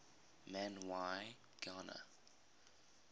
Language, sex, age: English, male, 20